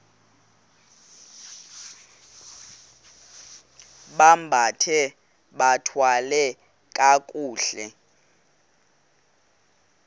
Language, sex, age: Xhosa, male, 18